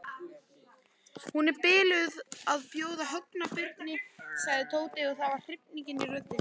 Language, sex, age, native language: Icelandic, male, 18-19, Icelandic